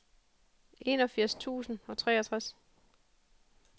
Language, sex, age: Danish, female, 41